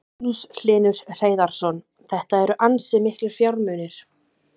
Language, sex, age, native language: Icelandic, female, 30-39, Icelandic